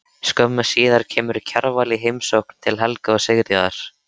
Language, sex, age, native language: Icelandic, male, 13, Icelandic